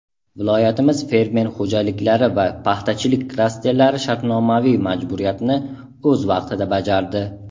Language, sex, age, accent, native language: Uzbek, male, 18-24, Andijon, Uzbek